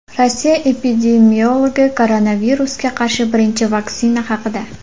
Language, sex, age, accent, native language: Uzbek, female, 18-24, Farg'ona, Uzbek